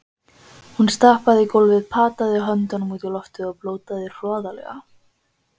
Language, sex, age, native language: Icelandic, female, 20-29, Icelandic